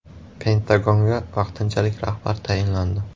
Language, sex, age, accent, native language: Uzbek, male, 18-24, Buxoro, Uzbek